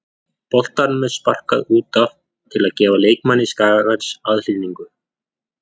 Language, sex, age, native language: Icelandic, male, 40-49, Icelandic